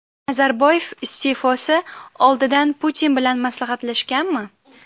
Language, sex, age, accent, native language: Uzbek, female, 18-24, Qashqadaryo, Uzbek